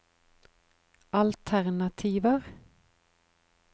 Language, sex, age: Norwegian, female, 43